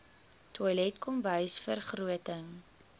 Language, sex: Afrikaans, female